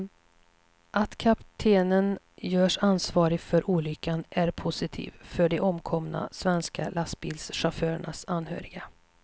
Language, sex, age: Swedish, female, 37